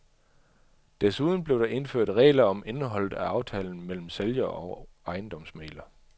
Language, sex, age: Danish, male, 38